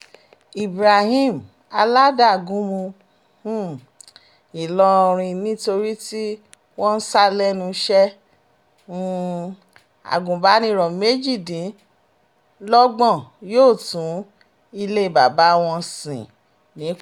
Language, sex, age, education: Yoruba, female, 46-60, tertiary